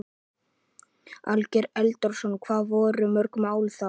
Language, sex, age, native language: Icelandic, male, 11, Icelandic